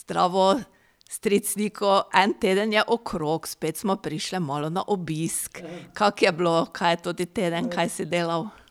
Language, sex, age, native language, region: Slovenian, female, 30-49, Slovenian, Pomurje region